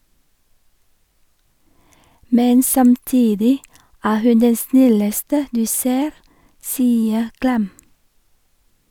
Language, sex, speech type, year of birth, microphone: Norwegian, female, read, 1973, Shure